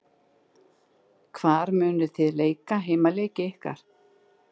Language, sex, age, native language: Icelandic, female, 60-69, Icelandic